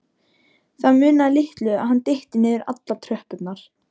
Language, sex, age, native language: Icelandic, female, 13, Icelandic